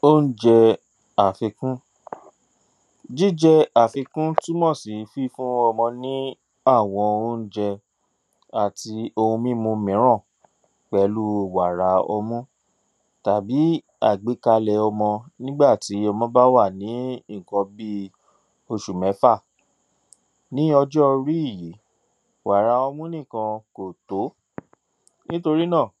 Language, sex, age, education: Yoruba, male, 30-45, tertiary